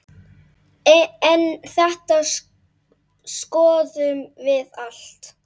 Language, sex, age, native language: Icelandic, male, 8, Icelandic